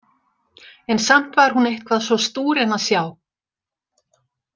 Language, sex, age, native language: Icelandic, female, 60-69, Icelandic